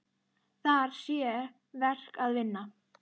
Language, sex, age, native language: Icelandic, male, 8, Icelandic